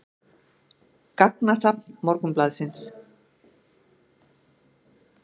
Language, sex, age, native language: Icelandic, female, 60-69, Icelandic